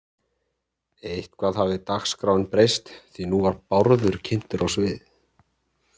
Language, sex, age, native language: Icelandic, male, 30-39, Icelandic